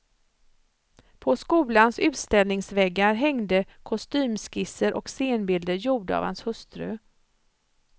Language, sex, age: Swedish, female, 54